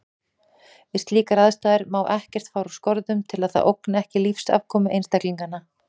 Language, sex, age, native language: Icelandic, female, 40-49, Icelandic